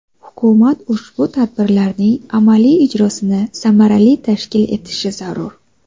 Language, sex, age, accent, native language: Uzbek, female, 25-34, Samarqand, Uzbek